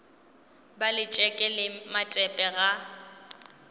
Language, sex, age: Northern Sotho, female, 18